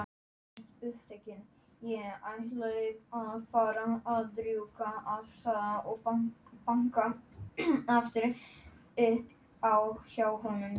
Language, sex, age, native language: Icelandic, male, 11, Polish